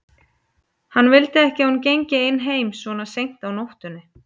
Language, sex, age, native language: Icelandic, female, 30-39, Icelandic